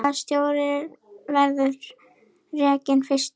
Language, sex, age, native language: Icelandic, female, 10, Icelandic